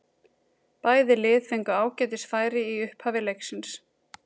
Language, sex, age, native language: Icelandic, female, 30-39, Icelandic